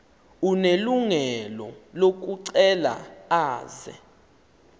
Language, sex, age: Xhosa, male, 19